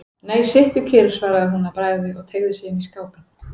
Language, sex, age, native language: Icelandic, female, 40-49, Icelandic